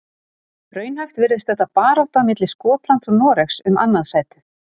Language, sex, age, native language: Icelandic, female, 30-39, Icelandic